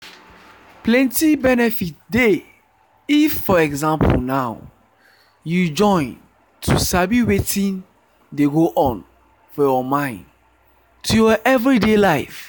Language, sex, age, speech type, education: Nigerian Pidgin, male, 15-29, spontaneous, tertiary